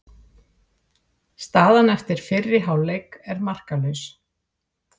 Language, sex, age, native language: Icelandic, female, 40-49, Icelandic